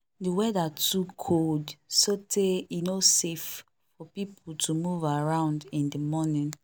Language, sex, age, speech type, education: Nigerian Pidgin, female, 15-29, spontaneous, tertiary